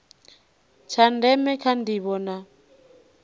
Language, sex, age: Venda, female, 19